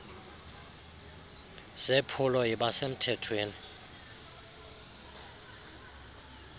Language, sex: Xhosa, male